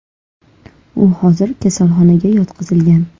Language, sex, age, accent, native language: Uzbek, female, 18-24, Toshkent shahri, Uzbek